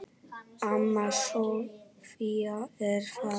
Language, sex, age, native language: Icelandic, male, 9, Icelandic